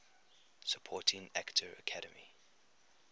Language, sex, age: English, male, 21